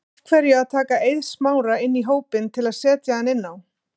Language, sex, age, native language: Icelandic, female, 50-59, Icelandic